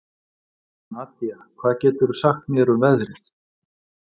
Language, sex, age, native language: Icelandic, male, 40-49, Icelandic